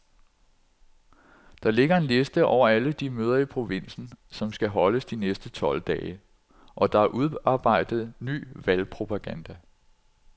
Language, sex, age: Danish, male, 46